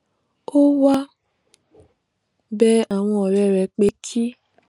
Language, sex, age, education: Yoruba, female, 15-29, tertiary